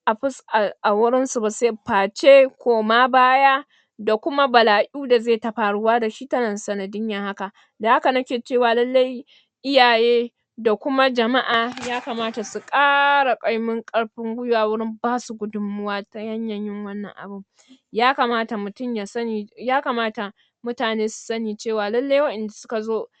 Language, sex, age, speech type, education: Hausa, female, 60+, spontaneous, secondary